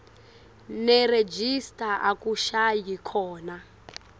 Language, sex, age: Swati, female, 18